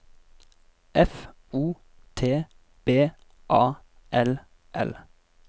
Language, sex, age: Norwegian, male, 24